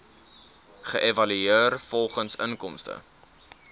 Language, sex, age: Afrikaans, male, 19